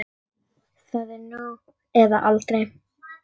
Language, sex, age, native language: Icelandic, female, 10, Icelandic